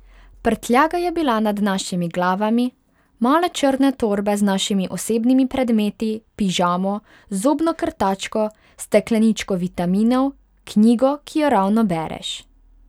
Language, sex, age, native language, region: Slovenian, female, 18-29, Hungarian, Pomurje region